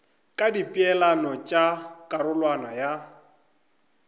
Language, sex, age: Northern Sotho, male, 25